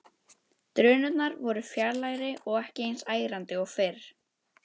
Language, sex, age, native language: Icelandic, female, 12, Icelandic